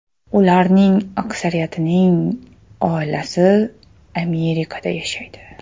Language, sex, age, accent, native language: Uzbek, male, 18-24, Toshkent shahri, Uzbek